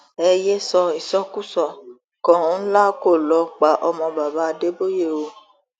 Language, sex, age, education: Yoruba, female, 30-45, tertiary